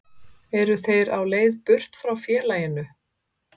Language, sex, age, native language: Icelandic, female, 30-39, Icelandic